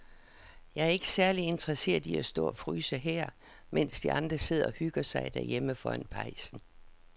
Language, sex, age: Danish, female, 67